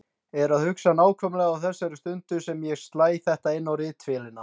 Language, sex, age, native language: Icelandic, male, 20-29, Icelandic